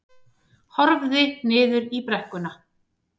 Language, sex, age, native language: Icelandic, female, 30-39, Icelandic